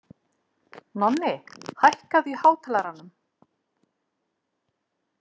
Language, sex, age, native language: Icelandic, female, 40-49, Icelandic